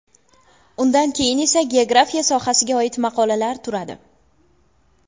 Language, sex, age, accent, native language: Uzbek, female, under 19, Buxoro, Uzbek